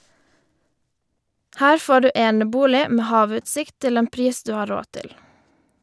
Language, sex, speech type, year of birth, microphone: Norwegian, female, read, 1990, Shure